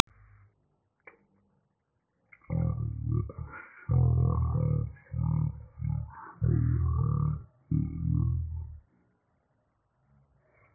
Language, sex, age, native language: Icelandic, male, 16, Icelandic